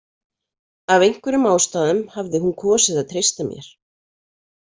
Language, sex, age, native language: Icelandic, female, 40-49, Icelandic